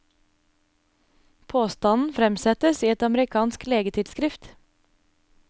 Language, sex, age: Norwegian, female, 24